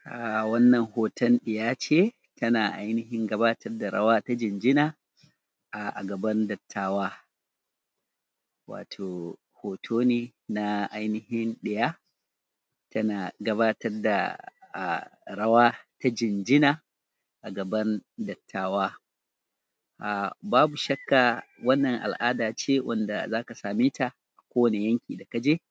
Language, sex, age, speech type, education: Hausa, male, 30-45, spontaneous, tertiary